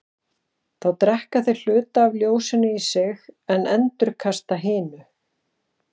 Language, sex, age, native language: Icelandic, female, 40-49, Icelandic